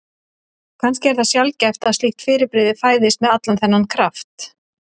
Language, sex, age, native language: Icelandic, female, 30-39, Icelandic